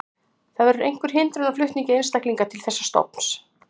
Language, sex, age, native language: Icelandic, female, 60-69, Icelandic